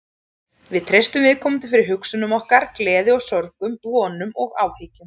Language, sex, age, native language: Icelandic, female, 30-39, Icelandic